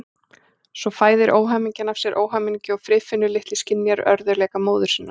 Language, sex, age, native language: Icelandic, female, 40-49, Icelandic